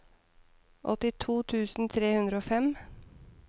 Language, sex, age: Norwegian, female, 30